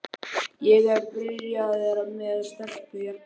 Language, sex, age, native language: Icelandic, male, 11, Icelandic